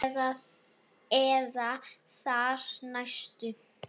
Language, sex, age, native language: Icelandic, female, 7, Icelandic